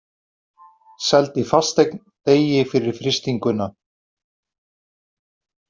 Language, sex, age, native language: Icelandic, male, 40-49, Icelandic